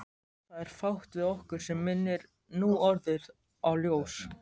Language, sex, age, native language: Icelandic, male, 13, Icelandic